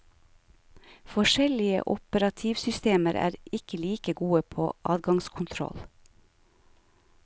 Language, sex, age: Norwegian, female, 49